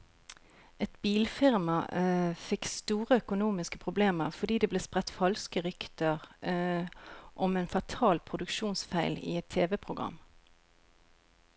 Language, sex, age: Norwegian, female, 41